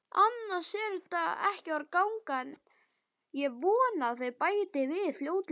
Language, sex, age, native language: Icelandic, male, 11, Icelandic